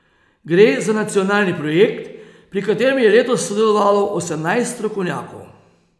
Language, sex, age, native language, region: Slovenian, male, 30-49, Slovenian, Posavska region